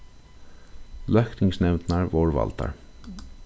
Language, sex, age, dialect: Faroese, male, 36-60, Suðurstreymoy